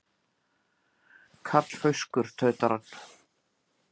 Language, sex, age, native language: Icelandic, female, 50-59, Icelandic